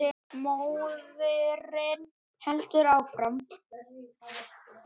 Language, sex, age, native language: Icelandic, male, 8, Icelandic